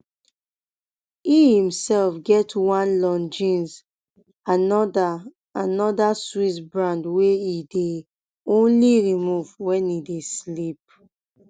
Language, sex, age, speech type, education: Nigerian Pidgin, female, 15-29, spontaneous, tertiary